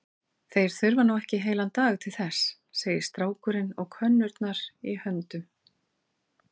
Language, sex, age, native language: Icelandic, female, 40-49, Icelandic